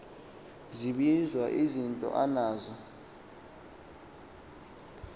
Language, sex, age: Xhosa, male, 19